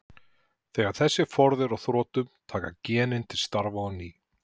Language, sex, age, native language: Icelandic, male, 40-49, Icelandic